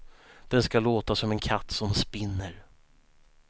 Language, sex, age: Swedish, male, 19